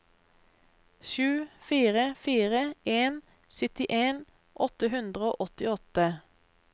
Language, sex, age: Norwegian, female, 32